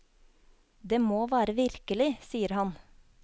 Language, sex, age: Norwegian, female, 24